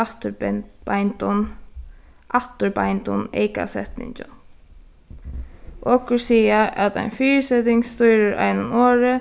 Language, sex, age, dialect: Faroese, female, 15-35, Suðuroy